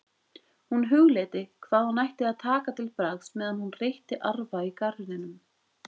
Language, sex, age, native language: Icelandic, female, 20-29, Icelandic